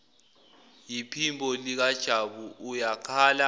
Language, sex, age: Zulu, male, 18